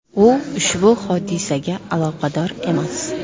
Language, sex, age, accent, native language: Uzbek, female, 19-29, Namangan, Uzbek